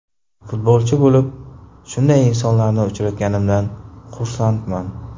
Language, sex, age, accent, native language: Uzbek, male, 18-24, Qashqadaryo, Uzbek